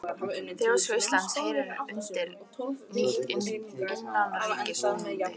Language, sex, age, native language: Icelandic, female, 18-19, Icelandic